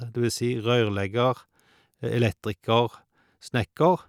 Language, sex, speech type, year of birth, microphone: Norwegian, male, spontaneous, 1951, Shure